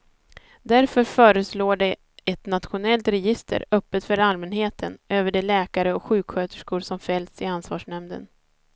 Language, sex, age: Swedish, female, 30